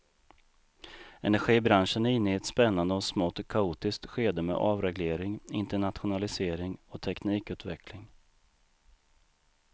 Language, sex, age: Swedish, male, 39